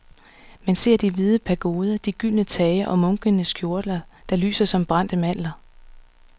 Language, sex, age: Danish, female, 39